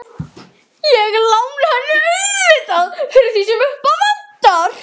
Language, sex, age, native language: Icelandic, male, 12, Icelandic